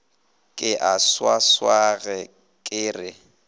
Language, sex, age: Northern Sotho, male, 21